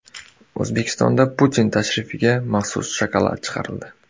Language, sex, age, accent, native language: Uzbek, male, 18-24, Surxondaryo, Uzbek